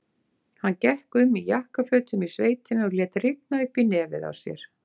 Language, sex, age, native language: Icelandic, female, 50-59, Icelandic